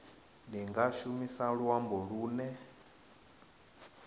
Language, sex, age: Venda, male, 21